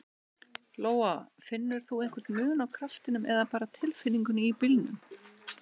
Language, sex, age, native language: Icelandic, male, 60-69, Icelandic